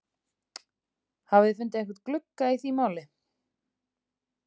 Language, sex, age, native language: Icelandic, female, 30-39, Icelandic